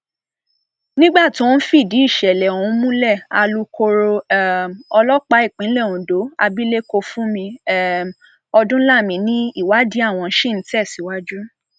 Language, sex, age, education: Yoruba, female, 15-29, tertiary